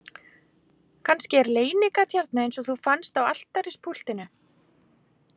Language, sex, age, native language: Icelandic, female, 40-49, Icelandic